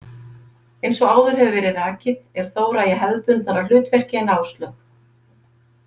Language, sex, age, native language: Icelandic, female, 50-59, Icelandic